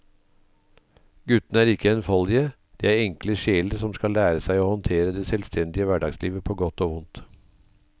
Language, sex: Norwegian, male